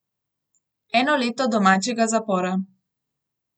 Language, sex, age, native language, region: Slovenian, female, 18-29, Slovenian, Gorenjska region